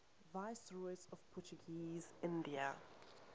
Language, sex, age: English, female, 19